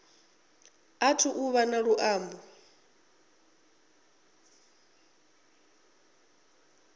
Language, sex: Venda, female